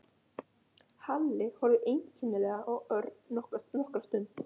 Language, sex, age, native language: Icelandic, male, 11, Icelandic